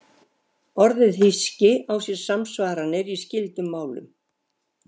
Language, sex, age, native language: Icelandic, female, 70-79, Icelandic